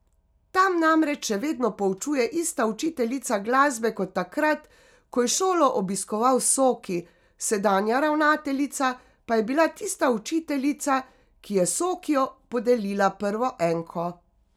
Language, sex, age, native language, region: Slovenian, female, 50-59, Slovenian, Carinthia region